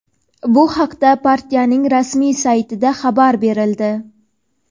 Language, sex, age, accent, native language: Uzbek, female, 18-24, Toshkent viloyati, Uzbek